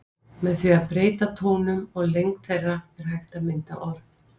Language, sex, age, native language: Icelandic, female, 50-59, Icelandic